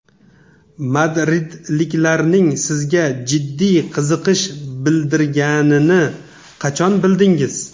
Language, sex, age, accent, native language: Uzbek, male, 35+, Namangan, Uzbek